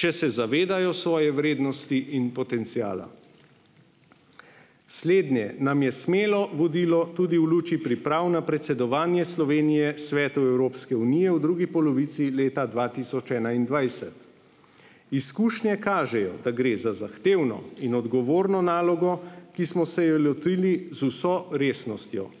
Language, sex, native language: Slovenian, male, Slovenian